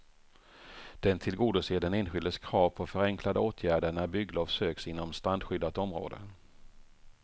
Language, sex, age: Swedish, male, 48